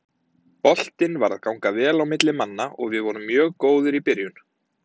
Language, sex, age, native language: Icelandic, male, 30-39, Icelandic